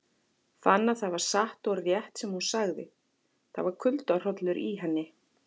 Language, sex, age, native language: Icelandic, female, 40-49, Icelandic